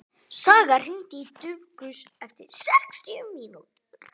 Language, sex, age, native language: Icelandic, male, 20-29, Icelandic